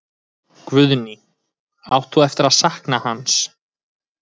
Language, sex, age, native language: Icelandic, male, 20-29, Icelandic